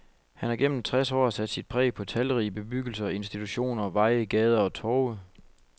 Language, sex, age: Danish, male, 25